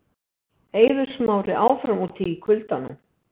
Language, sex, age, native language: Icelandic, female, 60-69, Icelandic